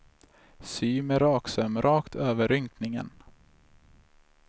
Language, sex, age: Swedish, male, 26